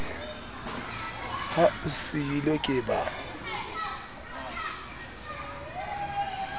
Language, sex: Southern Sotho, male